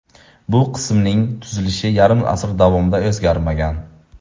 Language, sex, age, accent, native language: Uzbek, male, 18-24, Buxoro, Uzbek